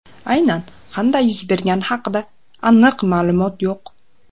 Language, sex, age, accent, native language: Uzbek, female, under 19, Andijon, Uzbek